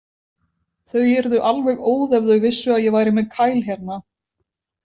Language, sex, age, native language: Icelandic, female, 20-29, Icelandic